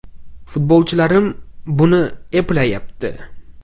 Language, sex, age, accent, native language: Uzbek, male, 18-24, Navoiy, Uzbek